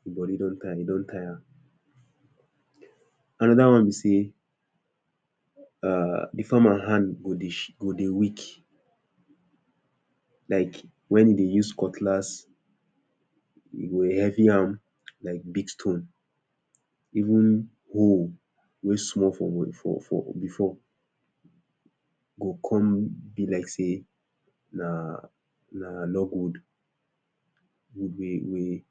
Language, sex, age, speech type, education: Nigerian Pidgin, male, 30-45, spontaneous, tertiary